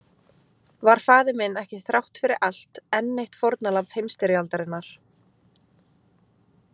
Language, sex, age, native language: Icelandic, female, 20-29, Icelandic